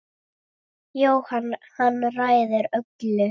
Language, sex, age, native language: Icelandic, female, 9, Icelandic